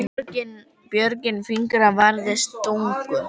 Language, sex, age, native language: Icelandic, male, 10, Icelandic